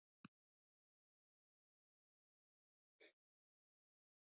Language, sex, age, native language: Icelandic, female, 40-49, Icelandic